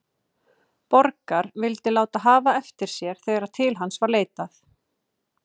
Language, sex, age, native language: Icelandic, female, 30-39, Icelandic